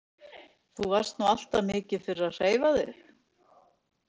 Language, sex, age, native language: Icelandic, female, 60-69, Icelandic